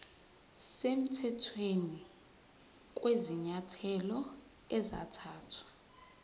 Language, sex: Zulu, female